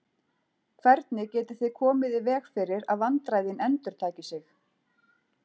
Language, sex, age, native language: Icelandic, female, 40-49, Icelandic